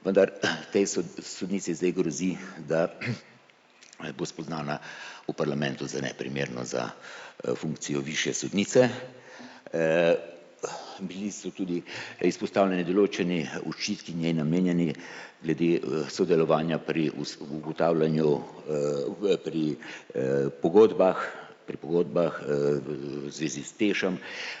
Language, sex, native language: Slovenian, male, Slovenian